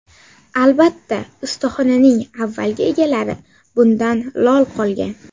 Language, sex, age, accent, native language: Uzbek, female, under 19, Jizzax, Uzbek